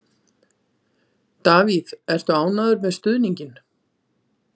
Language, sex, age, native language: Icelandic, female, 50-59, Icelandic